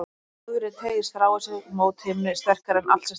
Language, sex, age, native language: Icelandic, female, 30-39, Icelandic